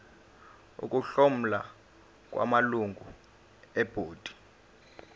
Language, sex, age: Zulu, male, 19